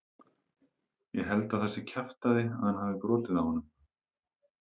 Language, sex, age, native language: Icelandic, male, 30-39, Icelandic